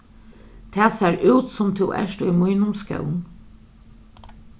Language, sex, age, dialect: Faroese, female, 36-60, Norðurstreymoy/Eysturoy